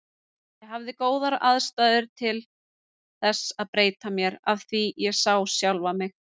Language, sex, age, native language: Icelandic, female, 30-39, Icelandic